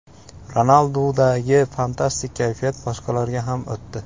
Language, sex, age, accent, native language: Uzbek, male, 25-34, Andijon, Uzbek